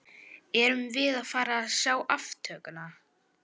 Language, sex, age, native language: Icelandic, female, 11, Icelandic